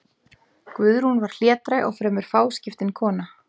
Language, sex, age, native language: Icelandic, female, 18-19, Icelandic